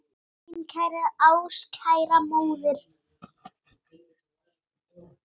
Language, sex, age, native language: Icelandic, female, 8, Icelandic